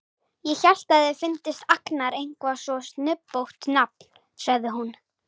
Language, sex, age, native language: Icelandic, female, 18-19, Icelandic